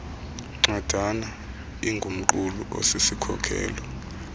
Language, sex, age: Xhosa, male, 33